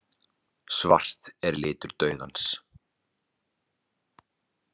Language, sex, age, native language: Icelandic, male, 30-39, Icelandic